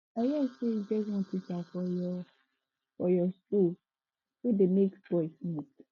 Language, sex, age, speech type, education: Nigerian Pidgin, female, 15-29, spontaneous, tertiary